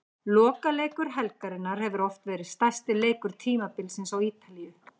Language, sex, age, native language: Icelandic, female, 50-59, Icelandic